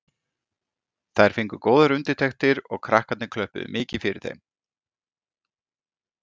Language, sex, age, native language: Icelandic, male, 40-49, Icelandic